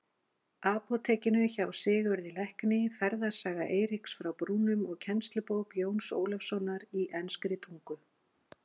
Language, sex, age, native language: Icelandic, female, 40-49, Icelandic